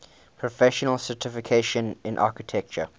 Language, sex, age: English, male, 19